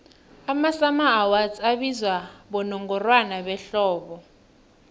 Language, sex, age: South Ndebele, female, 23